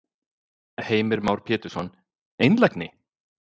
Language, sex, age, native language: Icelandic, male, 50-59, Icelandic